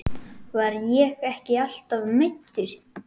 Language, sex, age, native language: Icelandic, male, 8, Icelandic